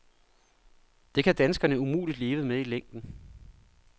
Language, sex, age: Danish, male, 39